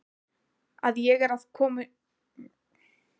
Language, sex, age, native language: Icelandic, female, 20-29, Icelandic